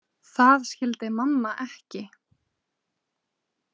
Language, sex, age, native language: Icelandic, female, 20-29, Icelandic